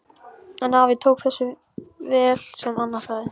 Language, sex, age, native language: Icelandic, male, 14, Icelandic